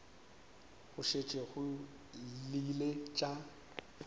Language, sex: Northern Sotho, male